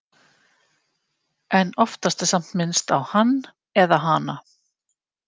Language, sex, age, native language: Icelandic, female, 50-59, Icelandic